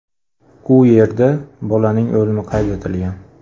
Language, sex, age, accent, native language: Uzbek, male, 25-34, Andijon, Uzbek